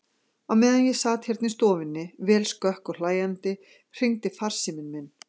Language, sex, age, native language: Icelandic, female, 40-49, Icelandic